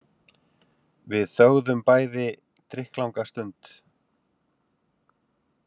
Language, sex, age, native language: Icelandic, male, 50-59, Icelandic